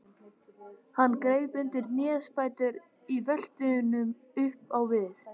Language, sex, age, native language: Icelandic, male, 11, Icelandic